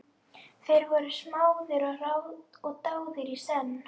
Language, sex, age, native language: Icelandic, female, 12, Icelandic